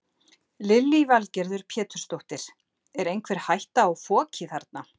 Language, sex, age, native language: Icelandic, female, 50-59, Icelandic